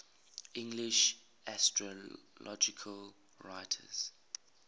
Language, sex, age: English, male, 20